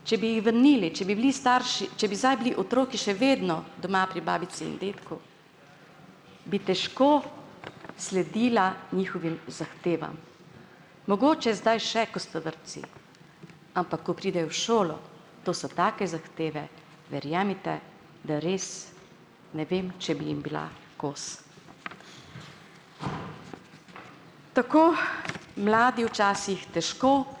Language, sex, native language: Slovenian, female, Slovenian